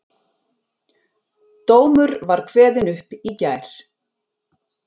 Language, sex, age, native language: Icelandic, female, 40-49, Icelandic